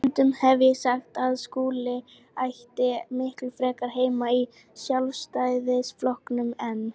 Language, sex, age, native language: Icelandic, female, 18-19, Icelandic